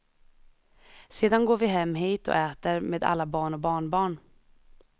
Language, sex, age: Swedish, female, 21